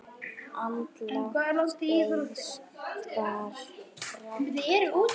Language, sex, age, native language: Icelandic, male, 10, Icelandic